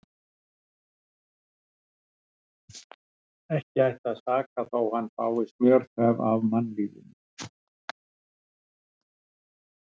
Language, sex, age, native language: Icelandic, male, 60-69, Icelandic